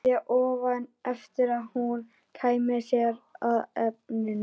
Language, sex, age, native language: Icelandic, female, 12, Icelandic